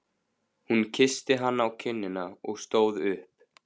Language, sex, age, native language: Icelandic, male, 15, Icelandic